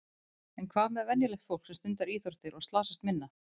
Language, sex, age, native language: Icelandic, female, 30-39, Icelandic